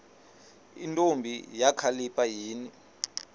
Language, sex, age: Xhosa, male, 38